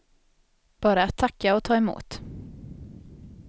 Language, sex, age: Swedish, female, 22